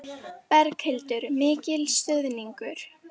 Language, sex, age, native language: Icelandic, female, 13, Icelandic